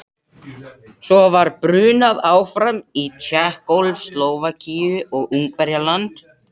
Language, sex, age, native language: Icelandic, male, 80-89, Swedish